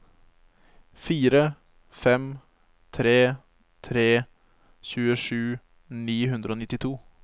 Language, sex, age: Norwegian, male, 25